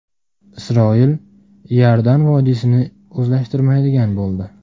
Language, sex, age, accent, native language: Uzbek, male, 19-29, Namangan, Uzbek